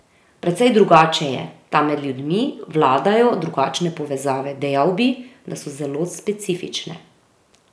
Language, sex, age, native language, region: Slovenian, female, 30-49, Slovenian, Drava region